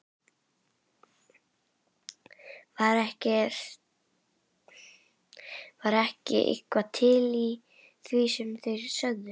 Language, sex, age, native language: Icelandic, female, 11, Icelandic